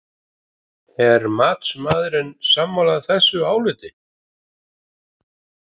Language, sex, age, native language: Icelandic, male, 50-59, Icelandic